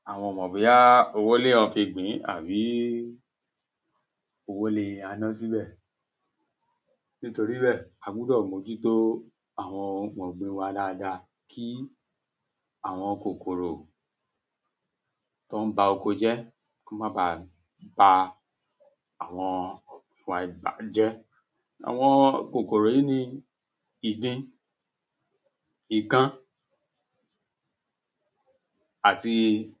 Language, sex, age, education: Yoruba, male, 30-45, tertiary